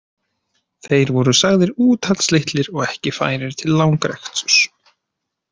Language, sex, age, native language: Icelandic, male, 30-39, Icelandic